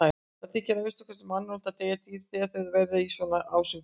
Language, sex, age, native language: Icelandic, female, 60-69, Icelandic